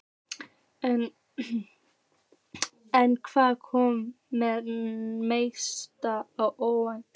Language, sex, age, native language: Icelandic, female, 15, Icelandic